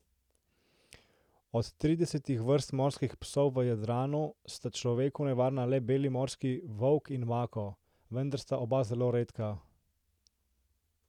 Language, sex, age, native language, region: Slovenian, male, 18-29, Slovenian, Central Slovenia